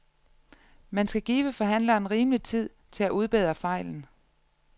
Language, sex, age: Danish, female, 34